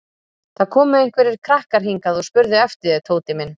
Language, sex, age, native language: Icelandic, female, 30-39, Icelandic